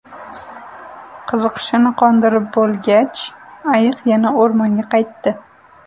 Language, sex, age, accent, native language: Uzbek, female, 18-24, Toshkent viloyati, Uzbek